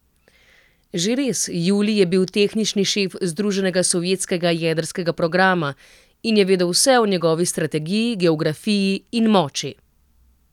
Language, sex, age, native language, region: Slovenian, female, 30-49, Slovenian, Central Slovenia